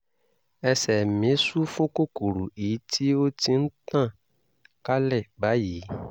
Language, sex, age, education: Yoruba, male, 30-45, tertiary